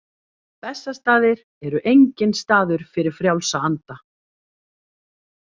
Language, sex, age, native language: Icelandic, female, 40-49, Icelandic